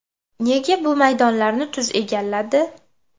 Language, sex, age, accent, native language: Uzbek, female, 18-24, Farg'ona, Uzbek